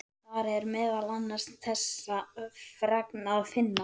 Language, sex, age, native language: Icelandic, male, 11, Icelandic